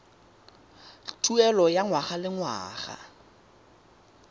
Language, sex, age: Tswana, male, 18